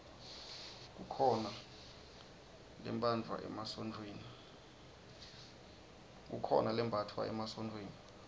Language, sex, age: Swati, male, 20